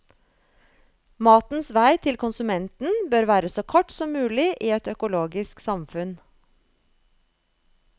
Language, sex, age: Norwegian, female, 35